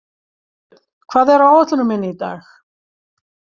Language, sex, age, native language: Icelandic, female, 50-59, Icelandic